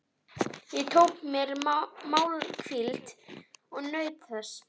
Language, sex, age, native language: Icelandic, male, 11, Icelandic